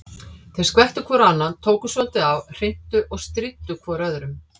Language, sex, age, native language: Icelandic, female, 50-59, Icelandic